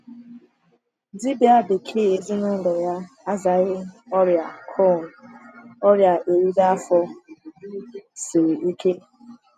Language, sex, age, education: Igbo, female, 15-29, tertiary